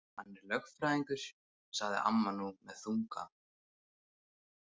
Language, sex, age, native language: Icelandic, male, 18-19, Icelandic